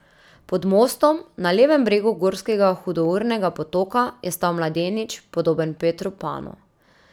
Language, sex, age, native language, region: Slovenian, female, 30-49, Slovenian, Drava region